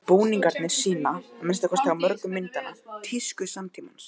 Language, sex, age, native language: Icelandic, male, 12, Icelandic